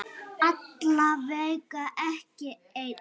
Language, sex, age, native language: Icelandic, female, 9, Icelandic